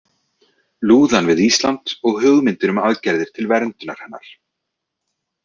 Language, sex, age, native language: Icelandic, male, 30-39, Icelandic